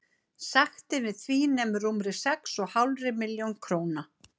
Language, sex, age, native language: Icelandic, female, 50-59, Icelandic